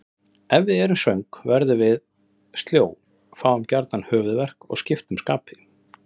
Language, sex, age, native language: Icelandic, male, 30-39, Icelandic